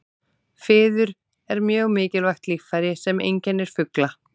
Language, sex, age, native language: Icelandic, female, 30-39, Icelandic